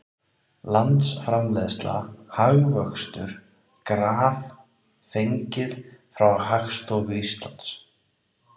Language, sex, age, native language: Icelandic, male, 30-39, Icelandic